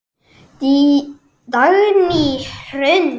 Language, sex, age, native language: Icelandic, male, 10, Icelandic